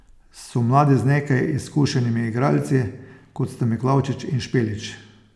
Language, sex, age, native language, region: Slovenian, male, 60+, Slovenian, Posavska region